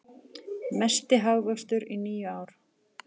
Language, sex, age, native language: Icelandic, female, 40-49, Icelandic